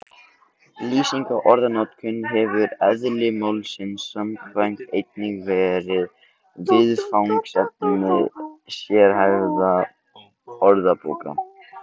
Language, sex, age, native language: Icelandic, male, 18-19, Icelandic